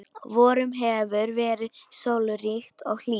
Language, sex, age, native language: Icelandic, female, 18-19, Polish